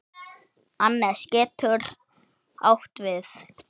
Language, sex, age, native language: Icelandic, male, 8, Icelandic